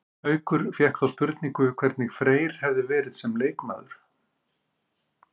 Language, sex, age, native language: Icelandic, male, 50-59, Icelandic